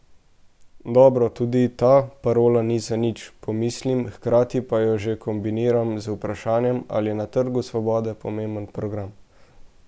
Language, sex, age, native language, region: Slovenian, male, 18-29, Slovenian, Central Slovenia